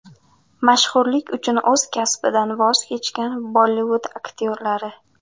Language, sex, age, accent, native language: Uzbek, female, 19-29, Jizzax, Uzbek